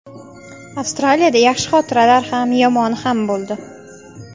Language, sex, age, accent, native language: Uzbek, female, 19-29, Xorazm, Uzbek